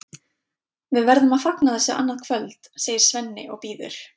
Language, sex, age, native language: Icelandic, female, 20-29, Icelandic